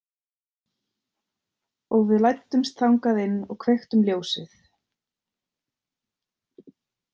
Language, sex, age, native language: Icelandic, female, 30-39, Icelandic